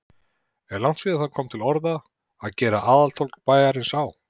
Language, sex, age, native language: Icelandic, male, 40-49, Icelandic